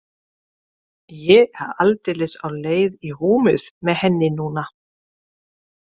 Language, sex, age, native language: Icelandic, female, 40-49, German